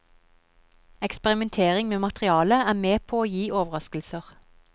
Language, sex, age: Norwegian, female, 31